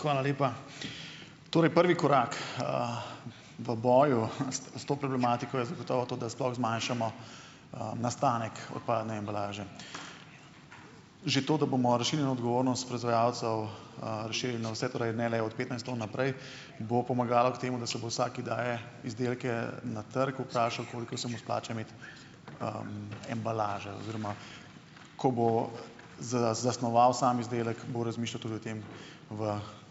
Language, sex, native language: Slovenian, male, Slovenian